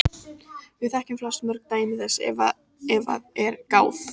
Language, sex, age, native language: Icelandic, female, 18-19, Icelandic